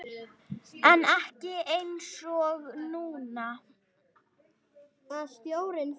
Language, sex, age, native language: Icelandic, female, 9, Icelandic